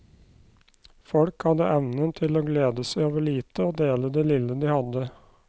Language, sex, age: Norwegian, male, 29